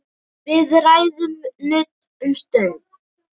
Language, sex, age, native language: Icelandic, male, 7, Icelandic